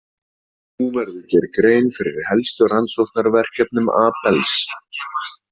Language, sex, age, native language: Icelandic, male, 30-39, Icelandic